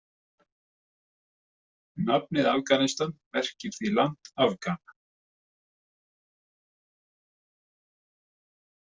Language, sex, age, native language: Icelandic, male, 50-59, Icelandic